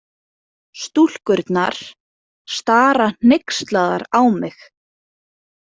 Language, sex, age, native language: Icelandic, female, 20-29, Icelandic